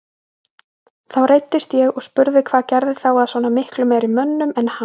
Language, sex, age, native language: Icelandic, female, 20-29, Icelandic